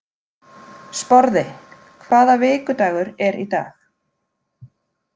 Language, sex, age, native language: Icelandic, female, 40-49, Icelandic